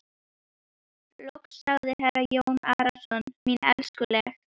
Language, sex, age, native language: Icelandic, female, 12, Icelandic